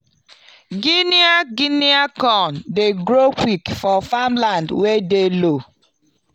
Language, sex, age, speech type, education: Nigerian Pidgin, female, 30-45, spontaneous, tertiary